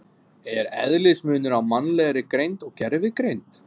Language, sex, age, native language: Icelandic, male, 20-29, English